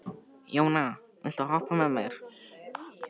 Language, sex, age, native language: Icelandic, male, 14, Icelandic